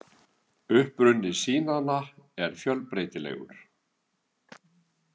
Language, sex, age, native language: Icelandic, male, 70-79, Icelandic